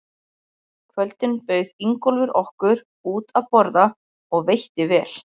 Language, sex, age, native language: Icelandic, female, 20-29, Icelandic